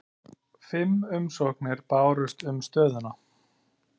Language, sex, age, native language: Icelandic, male, 30-39, Icelandic